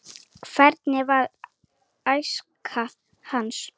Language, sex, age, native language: Icelandic, female, 18-19, Icelandic